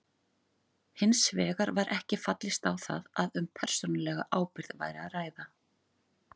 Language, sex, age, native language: Icelandic, female, 40-49, Icelandic